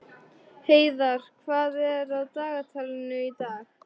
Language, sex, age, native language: Icelandic, female, 13, Icelandic